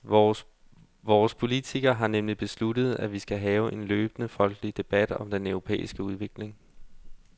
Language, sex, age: Danish, male, 32